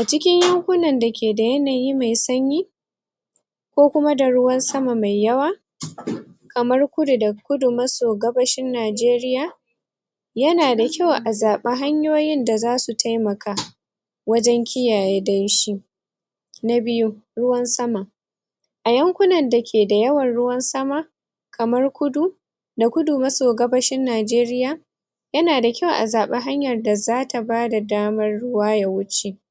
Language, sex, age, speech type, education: Hausa, female, 15-29, spontaneous, tertiary